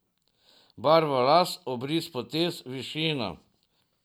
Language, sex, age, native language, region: Slovenian, male, 50-59, Slovenian, Drava region